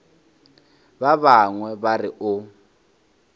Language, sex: Northern Sotho, male